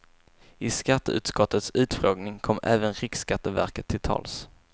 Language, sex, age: Swedish, male, 22